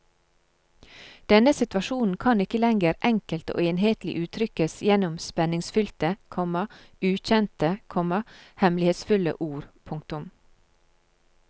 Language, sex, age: Norwegian, female, 35